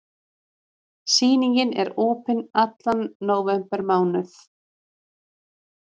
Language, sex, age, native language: Icelandic, female, 30-39, Icelandic